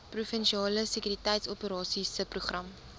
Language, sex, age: Afrikaans, female, 20